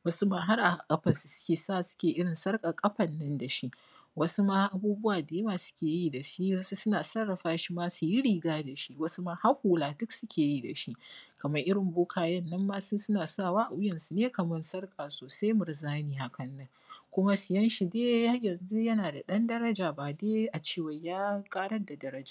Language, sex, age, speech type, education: Hausa, female, 30-45, spontaneous, primary